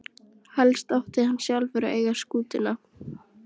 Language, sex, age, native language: Icelandic, female, 12, Icelandic